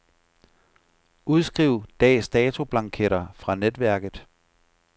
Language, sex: Danish, male